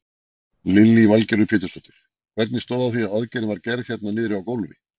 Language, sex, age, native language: Icelandic, male, 40-49, Icelandic